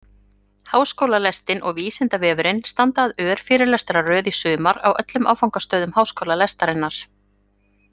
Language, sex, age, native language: Icelandic, female, 40-49, Icelandic